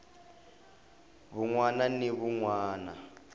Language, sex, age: Tsonga, male, 21